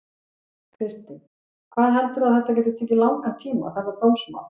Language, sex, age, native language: Icelandic, female, 40-49, Icelandic